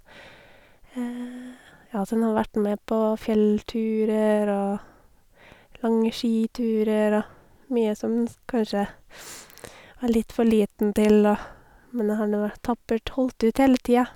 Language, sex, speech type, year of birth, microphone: Norwegian, female, spontaneous, 1982, Sennheiser